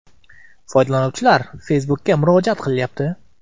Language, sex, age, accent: Uzbek, male, 18-24, Qoraqalpog'iston